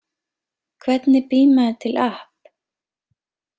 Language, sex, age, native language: Icelandic, female, 20-29, Icelandic